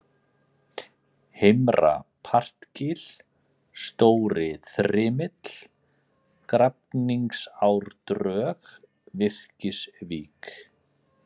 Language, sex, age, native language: Icelandic, male, 40-49, Icelandic